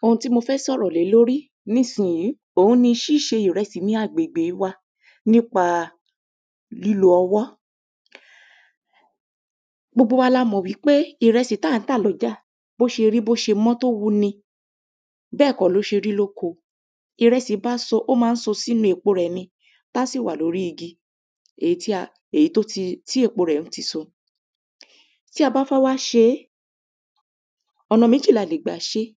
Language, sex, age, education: Yoruba, female, 30-45, primary